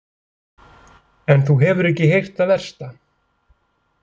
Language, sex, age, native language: Icelandic, male, 40-49, Icelandic